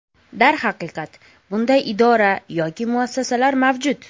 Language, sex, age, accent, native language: Uzbek, female, 18-24, Andijon, Uzbek